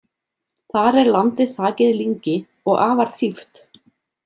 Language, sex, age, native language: Icelandic, female, 30-39, Icelandic